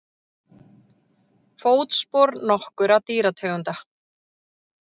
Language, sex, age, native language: Icelandic, female, 30-39, Icelandic